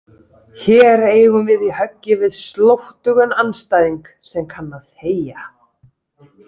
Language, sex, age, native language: Icelandic, female, 30-39, Icelandic